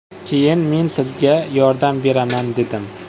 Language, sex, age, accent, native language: Uzbek, male, 18-24, Qashqadaryo, Uzbek